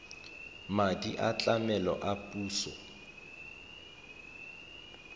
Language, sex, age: Tswana, male, 31